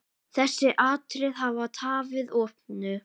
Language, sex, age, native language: Icelandic, male, 10, Icelandic